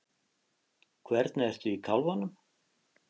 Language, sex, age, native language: Icelandic, male, 50-59, Icelandic